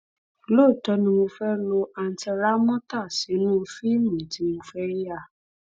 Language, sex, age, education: Yoruba, female, 15-29, tertiary